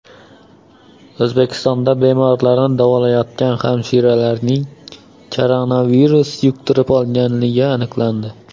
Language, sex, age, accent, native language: Uzbek, male, 19-29, Xorazm, Uzbek